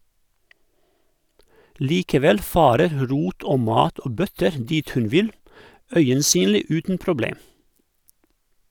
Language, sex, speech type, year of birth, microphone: Norwegian, male, read, 1971, Sennheiser